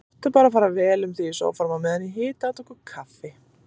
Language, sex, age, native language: Icelandic, female, 30-39, Icelandic